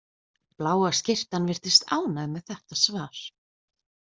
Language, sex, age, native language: Icelandic, female, 20-29, Icelandic